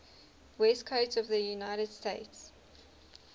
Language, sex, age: English, female, 19